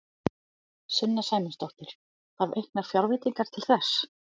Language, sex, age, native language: Icelandic, other, 40-49, Icelandic